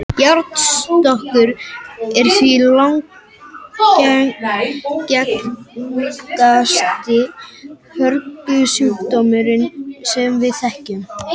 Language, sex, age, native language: Icelandic, male, 18-19, Icelandic